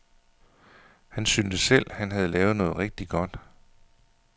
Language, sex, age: Danish, male, 41